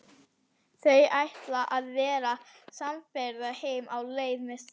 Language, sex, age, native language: Icelandic, female, 11, Icelandic